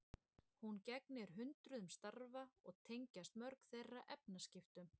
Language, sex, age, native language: Icelandic, female, 20-29, Icelandic